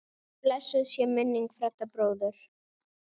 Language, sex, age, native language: Icelandic, female, 9, Icelandic